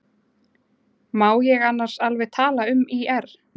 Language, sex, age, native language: Icelandic, female, 20-29, Icelandic